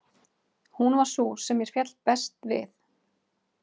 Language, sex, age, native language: Icelandic, female, 30-39, Icelandic